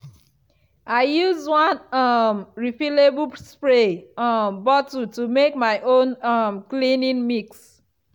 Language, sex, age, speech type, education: Nigerian Pidgin, female, 15-29, spontaneous, tertiary